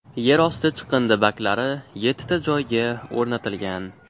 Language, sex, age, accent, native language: Uzbek, male, 12-17, Andijon, Uzbek